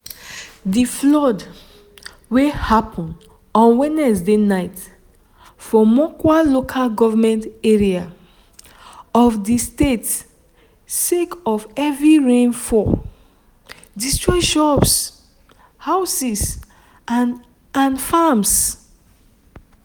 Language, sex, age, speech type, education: Nigerian Pidgin, female, 30-45, spontaneous, tertiary